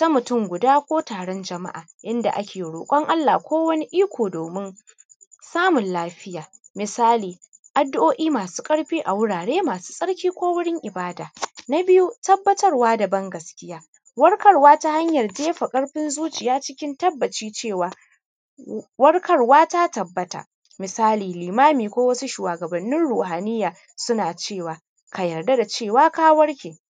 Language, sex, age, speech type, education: Hausa, female, 30-45, spontaneous, primary